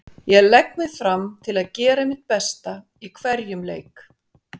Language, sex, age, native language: Icelandic, female, 60-69, Icelandic